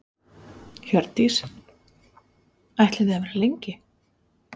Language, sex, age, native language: Icelandic, female, 40-49, Icelandic